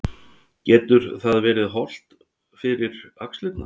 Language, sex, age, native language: Icelandic, male, 60-69, Icelandic